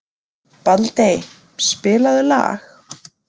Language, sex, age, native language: Icelandic, female, 30-39, Icelandic